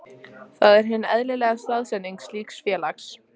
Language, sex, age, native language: Icelandic, female, 14, Icelandic